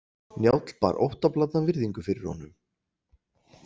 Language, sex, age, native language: Icelandic, male, 40-49, Icelandic